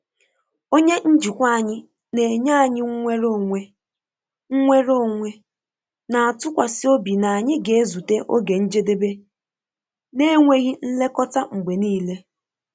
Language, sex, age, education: Igbo, female, 15-29, tertiary